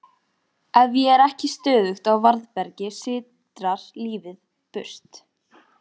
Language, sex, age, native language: Icelandic, female, 14, Icelandic